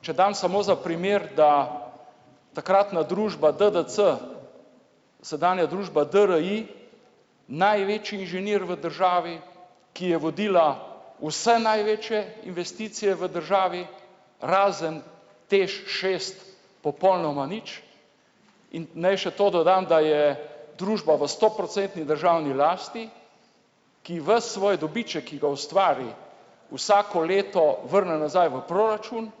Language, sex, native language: Slovenian, male, Slovenian